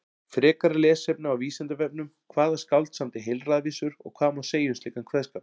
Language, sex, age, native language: Icelandic, male, 40-49, Icelandic